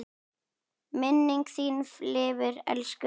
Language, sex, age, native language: Icelandic, female, 10, Icelandic